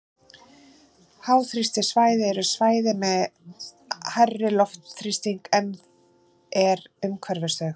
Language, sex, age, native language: Icelandic, female, 40-49, Icelandic